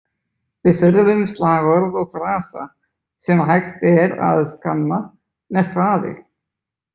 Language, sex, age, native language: Icelandic, male, 20-29, Icelandic